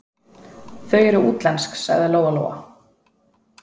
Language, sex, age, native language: Icelandic, female, 20-29, Icelandic